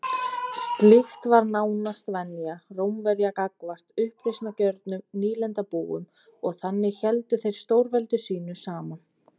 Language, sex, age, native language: Icelandic, female, 20-29, Icelandic